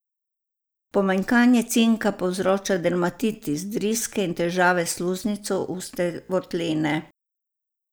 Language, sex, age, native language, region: Slovenian, female, 60+, Croatian, Savinja region